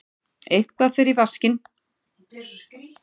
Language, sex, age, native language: Icelandic, female, 40-49, Icelandic